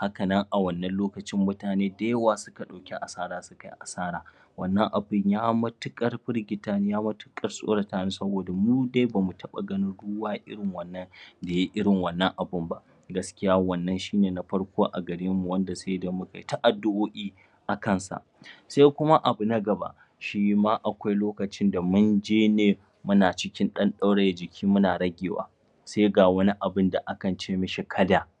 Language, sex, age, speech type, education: Hausa, male, 30-45, spontaneous, tertiary